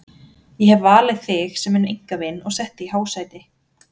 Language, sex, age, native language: Icelandic, female, 30-39, Icelandic